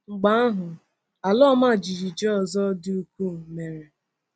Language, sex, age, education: Igbo, female, 15-29, tertiary